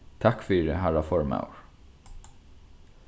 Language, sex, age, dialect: Faroese, male, 15-35, Norðurstreymoy/Eysturoy